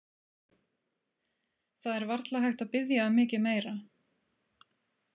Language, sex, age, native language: Icelandic, female, 30-39, Icelandic